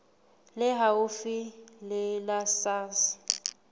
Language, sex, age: Southern Sotho, female, 19